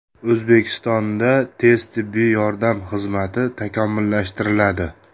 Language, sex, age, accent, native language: Uzbek, male, 25-34, Farg'ona, Uzbek